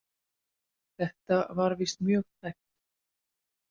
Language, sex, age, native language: Icelandic, female, 40-49, Icelandic